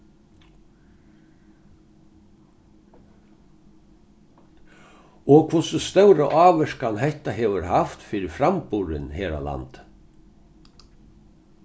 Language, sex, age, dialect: Faroese, male, 61+, Norðurstreymoy/Eysturoy